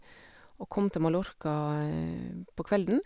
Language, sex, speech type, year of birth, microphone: Norwegian, female, spontaneous, 1972, Sennheiser